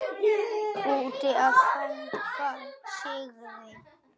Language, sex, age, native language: Icelandic, male, 9, Icelandic